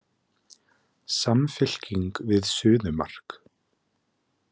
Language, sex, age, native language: Icelandic, male, 20-29, Icelandic